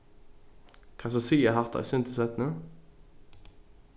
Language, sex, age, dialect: Faroese, male, 15-35, Norðuroyggjar